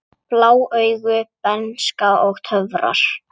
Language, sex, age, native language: Icelandic, male, 8, Icelandic